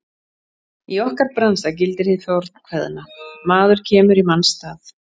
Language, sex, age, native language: Icelandic, female, 40-49, Icelandic